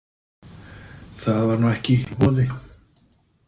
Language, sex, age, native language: Icelandic, male, 50-59, Icelandic